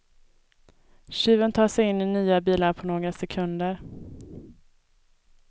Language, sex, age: Swedish, female, 24